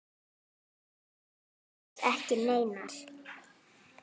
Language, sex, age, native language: Icelandic, female, 9, Icelandic